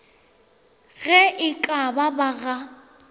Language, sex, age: Northern Sotho, female, 24